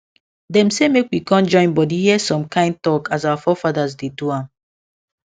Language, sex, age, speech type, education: Nigerian Pidgin, female, 15-29, spontaneous, secondary